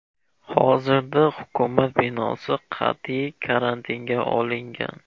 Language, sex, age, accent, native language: Uzbek, male, 25-34, Surxondaryo, Uzbek